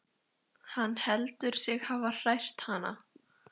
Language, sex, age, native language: Icelandic, female, 13, Icelandic